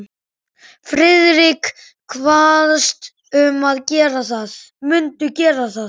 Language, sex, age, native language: Icelandic, male, 10, Icelandic